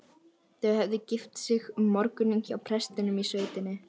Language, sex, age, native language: Icelandic, female, 11, Icelandic